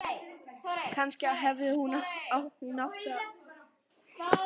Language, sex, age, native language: Icelandic, female, 11, Icelandic